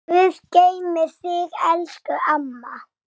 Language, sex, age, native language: Icelandic, female, 6, Icelandic